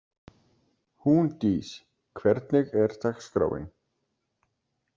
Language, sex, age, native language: Icelandic, male, 30-39, Icelandic